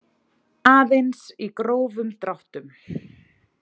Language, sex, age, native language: Icelandic, female, 30-39, Icelandic